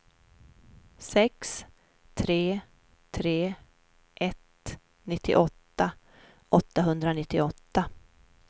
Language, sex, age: Swedish, female, 44